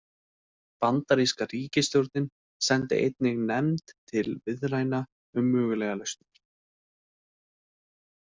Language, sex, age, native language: Icelandic, male, 18-19, Icelandic